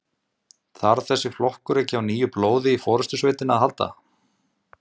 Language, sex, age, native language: Icelandic, male, 20-29, Icelandic